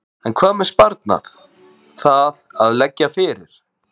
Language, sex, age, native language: Icelandic, male, 40-49, Icelandic